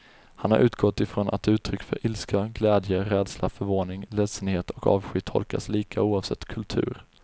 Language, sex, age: Swedish, male, 20